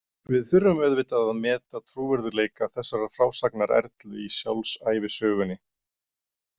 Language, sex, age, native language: Icelandic, male, 30-39, Icelandic